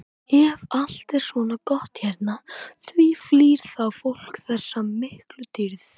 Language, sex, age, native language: Icelandic, male, 18-19, Icelandic